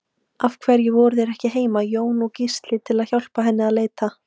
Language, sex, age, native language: Icelandic, female, 18-19, Icelandic